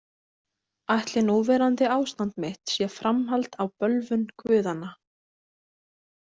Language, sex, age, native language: Icelandic, female, 20-29, Icelandic